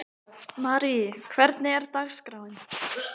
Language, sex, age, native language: Icelandic, female, 18-19, Icelandic